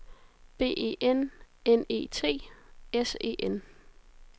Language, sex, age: Danish, female, 33